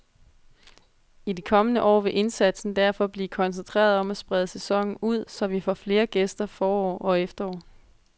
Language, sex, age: Danish, female, 22